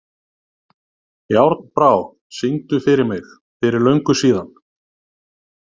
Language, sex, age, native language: Icelandic, male, 30-39, Icelandic